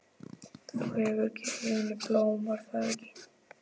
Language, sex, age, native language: Icelandic, male, 12, Icelandic